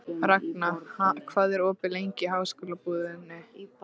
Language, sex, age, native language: Icelandic, female, 13, Icelandic